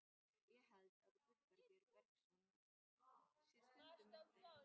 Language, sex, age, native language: Icelandic, female, 12, Icelandic